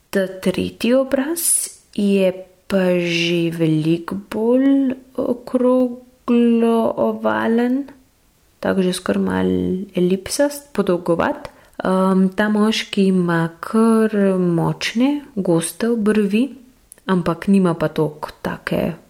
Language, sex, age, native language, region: Slovenian, female, 18-29, Slovenian, Gorenjska region